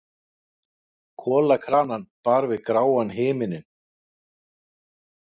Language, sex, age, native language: Icelandic, male, 50-59, Icelandic